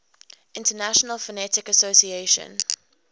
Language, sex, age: English, female, 21